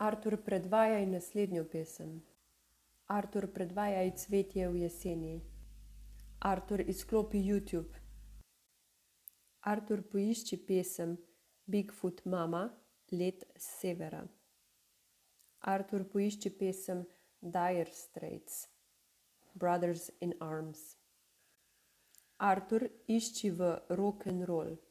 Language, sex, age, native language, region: Slovenian, female, 30-49, Slovenian, Savinja region